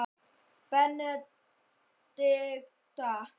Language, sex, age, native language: Icelandic, female, 50-59, Icelandic